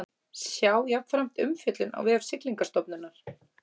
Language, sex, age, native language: Icelandic, female, 30-39, Icelandic